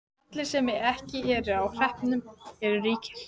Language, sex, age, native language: Icelandic, female, 14, Icelandic